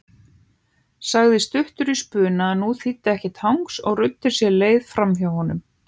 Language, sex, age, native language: Icelandic, female, 18-19, Icelandic